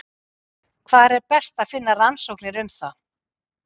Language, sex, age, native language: Icelandic, female, 50-59, Icelandic